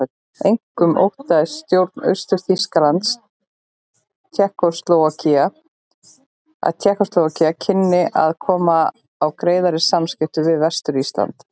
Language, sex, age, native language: Icelandic, female, 40-49, Icelandic